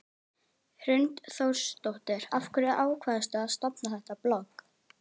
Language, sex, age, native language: Icelandic, female, 12, Icelandic